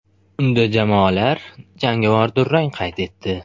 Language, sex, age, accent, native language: Uzbek, male, 18-24, Toshkent shahri, Uzbek